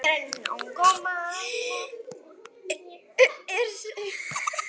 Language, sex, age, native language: Icelandic, female, 9, Icelandic